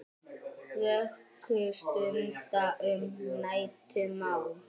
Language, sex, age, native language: Icelandic, male, 10, Icelandic